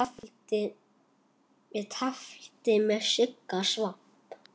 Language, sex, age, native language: Icelandic, male, 8, Icelandic